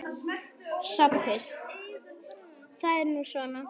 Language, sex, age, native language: Icelandic, female, 10, Icelandic